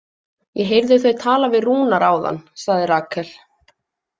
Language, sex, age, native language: Icelandic, female, 20-29, Icelandic